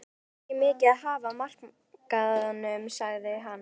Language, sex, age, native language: Icelandic, female, 12, Icelandic